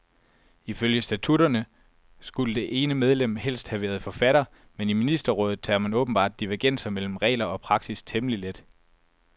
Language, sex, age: Danish, male, 24